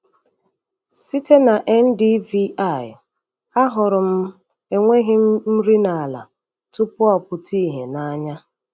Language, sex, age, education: Igbo, female, 30-45, tertiary